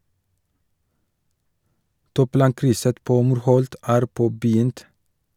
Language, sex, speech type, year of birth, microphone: Norwegian, male, read, 1983, Shure